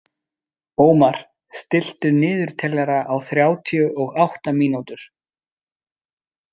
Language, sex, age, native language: Icelandic, male, 30-39, Icelandic